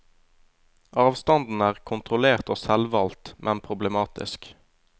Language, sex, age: Norwegian, male, 20